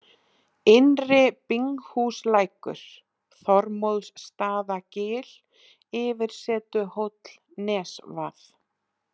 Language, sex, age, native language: Icelandic, female, 20-29, Icelandic